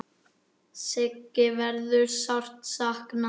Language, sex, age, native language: Icelandic, male, 9, Icelandic